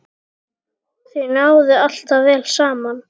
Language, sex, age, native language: Icelandic, female, 10, Icelandic